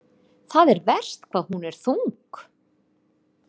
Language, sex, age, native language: Icelandic, female, 50-59, Icelandic